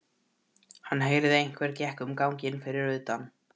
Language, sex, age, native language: Icelandic, male, 12, Icelandic